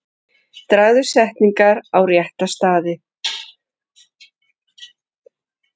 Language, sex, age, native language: Icelandic, female, 40-49, Icelandic